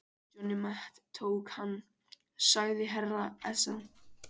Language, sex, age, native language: Icelandic, male, 18-19, Icelandic